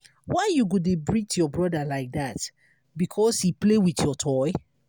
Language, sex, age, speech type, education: Nigerian Pidgin, female, 30-45, spontaneous, tertiary